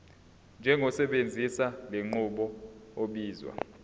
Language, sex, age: Zulu, male, 22